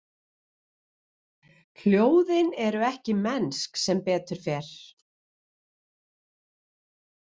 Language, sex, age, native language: Icelandic, female, 50-59, Icelandic